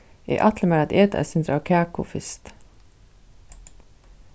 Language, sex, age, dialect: Faroese, female, 36-60, Suðuroy